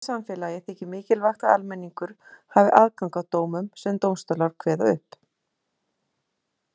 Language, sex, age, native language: Icelandic, female, 50-59, Icelandic